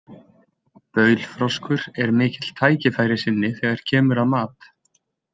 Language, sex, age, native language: Icelandic, male, 20-29, Icelandic